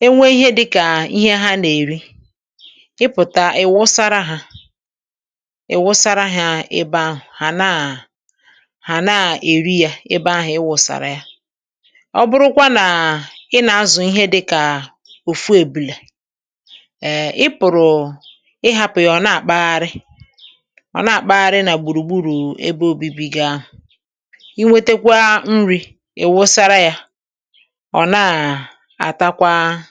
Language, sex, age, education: Igbo, female, 46-60, tertiary